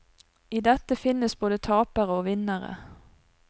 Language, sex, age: Norwegian, female, 42